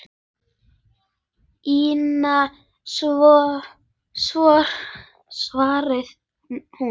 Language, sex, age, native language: Icelandic, male, 9, Icelandic